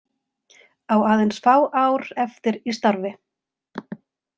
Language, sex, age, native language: Icelandic, female, 30-39, Icelandic